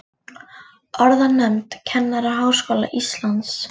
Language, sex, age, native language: Icelandic, female, 40-49, Icelandic